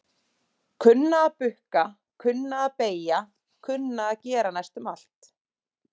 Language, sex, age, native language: Icelandic, female, 30-39, Icelandic